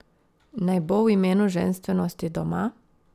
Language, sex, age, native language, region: Slovenian, female, 30-49, Slovenian, Gorica region